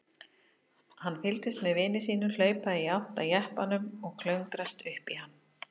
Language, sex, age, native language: Icelandic, female, 50-59, Icelandic